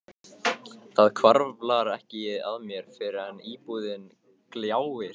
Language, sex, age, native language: Icelandic, male, 15, Icelandic